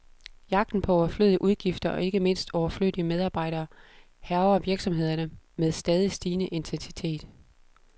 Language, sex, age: Danish, female, 32